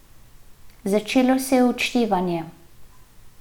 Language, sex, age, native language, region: Slovenian, female, 30-49, Slovenian, Central Slovenia